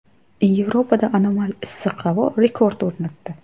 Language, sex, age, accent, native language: Uzbek, female, 25-34, Qashqadaryo, Uzbek